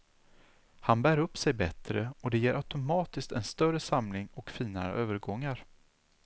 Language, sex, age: Swedish, male, 36